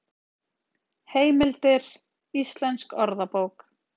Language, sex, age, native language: Icelandic, female, 30-39, Icelandic